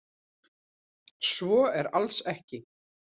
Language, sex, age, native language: Icelandic, female, 40-49, Icelandic